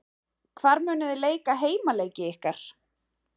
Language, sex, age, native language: Icelandic, female, 30-39, Icelandic